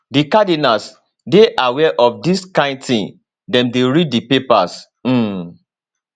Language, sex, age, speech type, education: Nigerian Pidgin, male, 30-45, spontaneous, tertiary